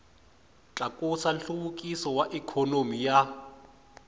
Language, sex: Tsonga, male